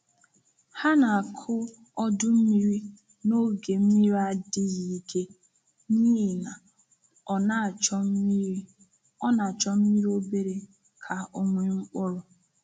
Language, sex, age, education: Igbo, female, 15-29, tertiary